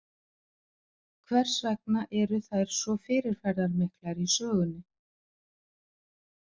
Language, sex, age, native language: Icelandic, female, 40-49, Icelandic